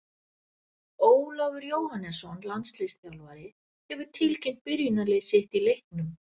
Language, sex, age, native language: Icelandic, female, 60-69, Icelandic